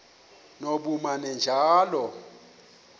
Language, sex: Xhosa, male